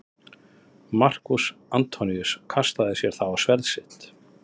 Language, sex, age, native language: Icelandic, male, 30-39, Icelandic